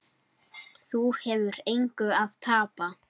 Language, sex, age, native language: Icelandic, male, 9, Icelandic